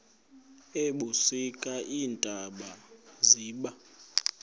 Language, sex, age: Xhosa, male, 20